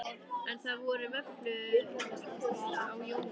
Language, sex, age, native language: Icelandic, female, 13, Icelandic